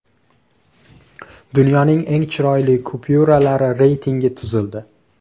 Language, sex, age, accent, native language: Uzbek, male, 18-24, Toshkent shahri, Uzbek